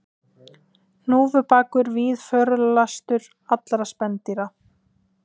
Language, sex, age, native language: Icelandic, female, 20-29, Icelandic